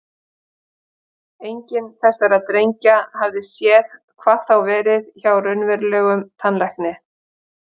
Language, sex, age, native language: Icelandic, female, 50-59, Icelandic